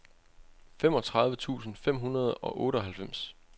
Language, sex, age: Danish, male, 25